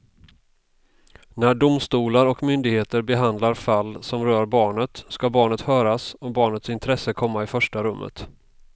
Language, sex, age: Swedish, male, 32